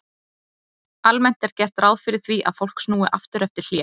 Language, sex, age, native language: Icelandic, female, 30-39, Icelandic